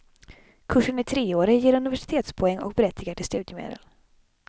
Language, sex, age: Swedish, female, 26